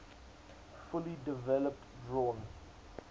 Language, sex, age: English, male, 19